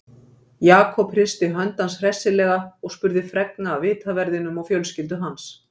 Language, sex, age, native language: Icelandic, female, 50-59, Icelandic